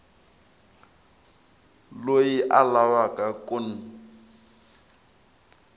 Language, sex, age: Tsonga, male, 22